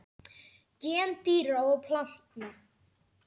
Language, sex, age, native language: Icelandic, male, 10, Icelandic